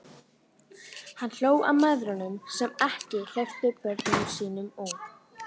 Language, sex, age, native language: Icelandic, female, 12, Icelandic